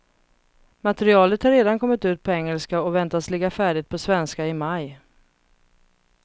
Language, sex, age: Swedish, female, 31